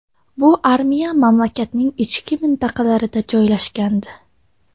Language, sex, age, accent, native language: Uzbek, female, under 19, Samarqand, Tajik